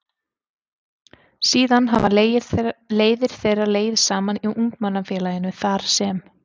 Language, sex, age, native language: Icelandic, female, 30-39, Icelandic